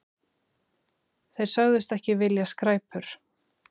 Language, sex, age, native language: Icelandic, female, 30-39, Icelandic